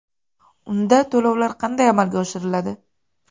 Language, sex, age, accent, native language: Uzbek, female, 18-24, Farg'ona, Uzbek